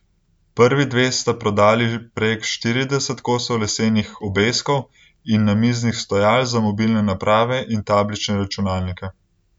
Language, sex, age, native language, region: Slovenian, male, 18-29, Slovenian, Central Slovenia